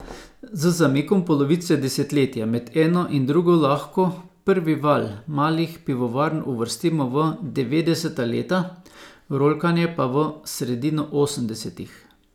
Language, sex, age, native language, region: Slovenian, male, 50-59, Slovenian, Savinja region